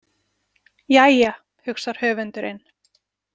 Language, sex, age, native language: Icelandic, female, 40-49, Icelandic